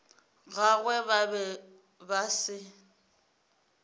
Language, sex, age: Northern Sotho, female, 27